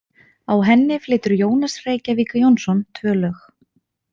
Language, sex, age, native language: Icelandic, female, 20-29, Icelandic